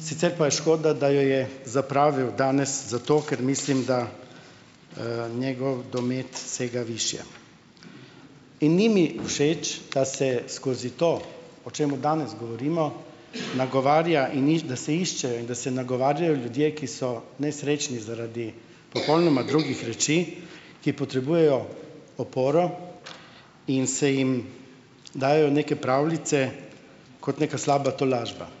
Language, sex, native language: Slovenian, male, Slovenian